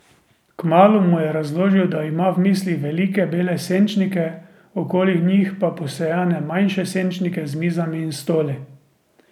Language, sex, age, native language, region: Slovenian, male, 30-49, Slovenian, Drava region